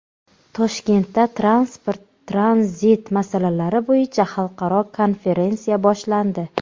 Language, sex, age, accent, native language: Uzbek, female, 18-24, Jizzax, Uzbek